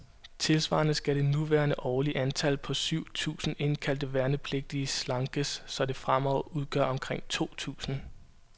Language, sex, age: Danish, male, 22